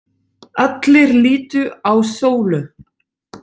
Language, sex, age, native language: Icelandic, female, 30-39, Dutch